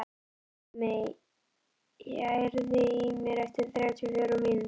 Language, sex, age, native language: Icelandic, female, 11, Icelandic